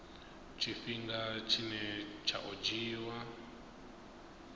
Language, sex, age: Venda, male, 22